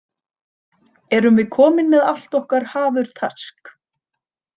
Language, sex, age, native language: Icelandic, female, 30-39, Icelandic